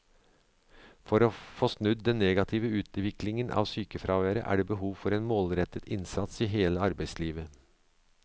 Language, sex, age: Norwegian, male, 63